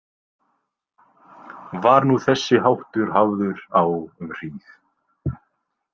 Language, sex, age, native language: Icelandic, male, 20-29, Icelandic